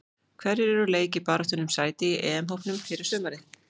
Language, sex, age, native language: Icelandic, female, 40-49, Icelandic